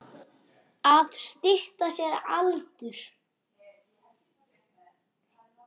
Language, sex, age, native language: Icelandic, male, 10, Icelandic